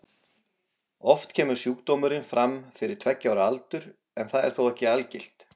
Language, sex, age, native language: Icelandic, male, 40-49, Icelandic